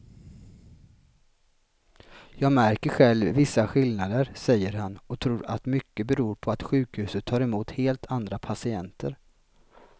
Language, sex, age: Swedish, male, 33